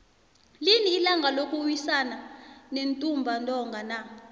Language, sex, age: South Ndebele, female, 26